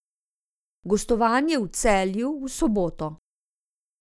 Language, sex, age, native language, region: Slovenian, female, 50-59, Slovenian, Zasavska region